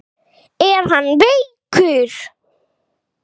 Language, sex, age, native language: Icelandic, female, 8, Icelandic